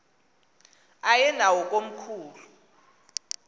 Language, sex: Xhosa, female